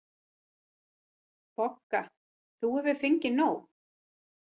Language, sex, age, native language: Icelandic, female, 40-49, Icelandic